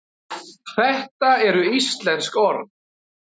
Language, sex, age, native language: Icelandic, male, 30-39, Icelandic